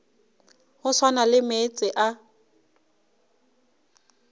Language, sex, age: Northern Sotho, female, 24